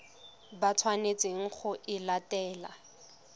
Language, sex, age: Tswana, female, 25